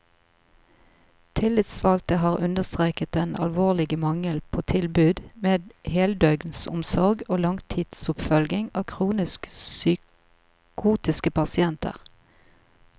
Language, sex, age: Norwegian, female, 38